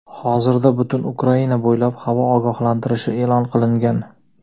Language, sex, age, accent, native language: Uzbek, male, 25-34, Jizzax, Uzbek